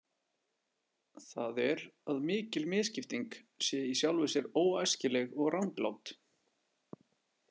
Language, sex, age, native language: Icelandic, male, 20-29, Icelandic